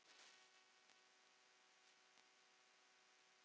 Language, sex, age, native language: Icelandic, female, 9, Icelandic